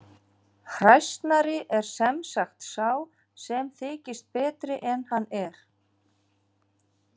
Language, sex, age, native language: Icelandic, female, 40-49, Icelandic